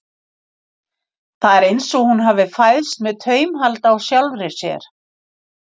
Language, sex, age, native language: Icelandic, female, 50-59, Icelandic